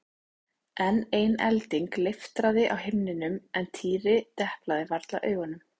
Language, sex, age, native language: Icelandic, female, 30-39, Icelandic